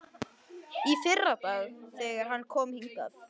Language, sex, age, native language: Icelandic, male, 12, Icelandic